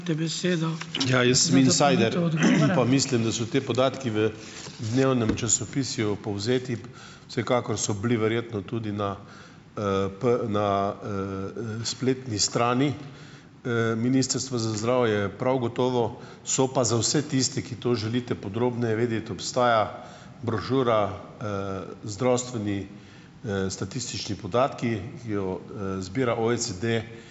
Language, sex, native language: Slovenian, male, Slovenian